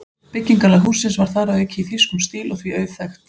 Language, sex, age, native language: Icelandic, female, 40-49, Icelandic